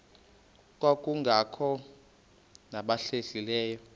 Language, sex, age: Xhosa, male, 28